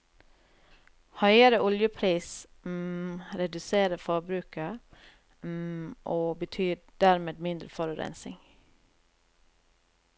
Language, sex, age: Norwegian, female, 30